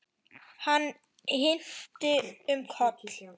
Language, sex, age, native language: Icelandic, male, 10, Icelandic